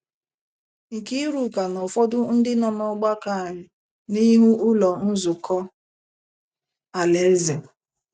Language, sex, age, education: Igbo, female, 15-29, tertiary